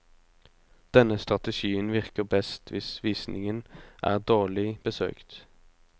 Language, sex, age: Norwegian, male, 25